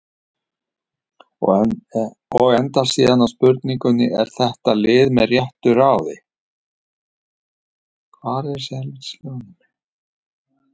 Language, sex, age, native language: Icelandic, male, 60-69, Icelandic